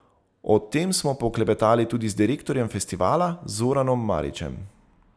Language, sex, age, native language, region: Slovenian, male, 30-49, Slovenian, Zasavska region